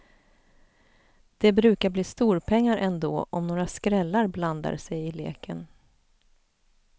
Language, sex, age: Swedish, female, 41